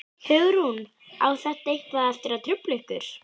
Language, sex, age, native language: Icelandic, female, 11, Icelandic